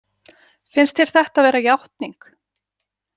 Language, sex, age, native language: Icelandic, female, 40-49, Icelandic